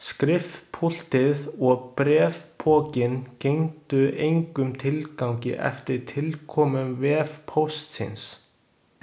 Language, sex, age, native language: Icelandic, male, 20-29, Chinese